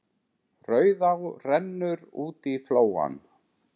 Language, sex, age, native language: Icelandic, male, 10, Icelandic